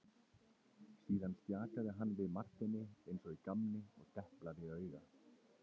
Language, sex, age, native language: Icelandic, male, 30-39, Icelandic